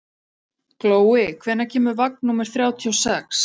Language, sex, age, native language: Icelandic, female, 40-49, Icelandic